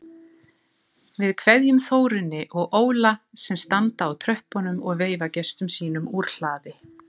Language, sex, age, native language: Icelandic, female, 40-49, Icelandic